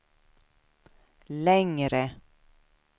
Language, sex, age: Swedish, female, 53